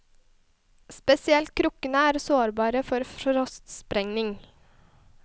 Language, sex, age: Norwegian, female, 21